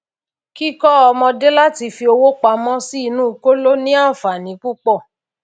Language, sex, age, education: Yoruba, female, 30-45, tertiary